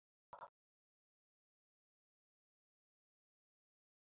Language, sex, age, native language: Icelandic, male, 13, Icelandic